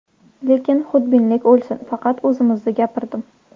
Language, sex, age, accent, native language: Uzbek, female, under 19, Sirdaryo, Uzbek